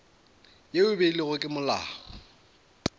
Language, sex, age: Northern Sotho, male, 22